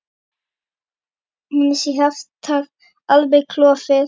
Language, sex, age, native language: Icelandic, female, 9, Icelandic